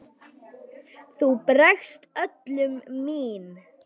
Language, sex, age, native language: Icelandic, female, 9, Icelandic